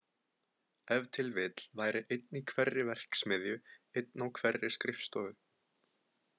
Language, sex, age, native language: Icelandic, male, 20-29, Icelandic